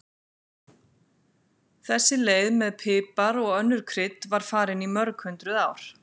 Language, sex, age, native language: Icelandic, female, 40-49, Icelandic